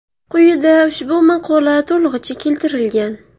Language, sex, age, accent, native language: Uzbek, female, 18-24, Navoiy, Uzbek